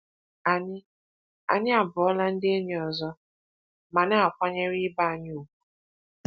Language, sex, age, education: Igbo, female, 15-29, tertiary